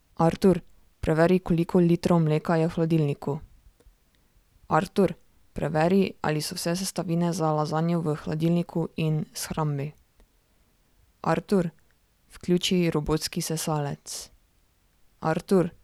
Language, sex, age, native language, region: Slovenian, female, 18-29, Slovenian, Drava region